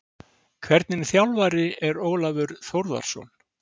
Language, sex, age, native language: Icelandic, male, 60-69, Icelandic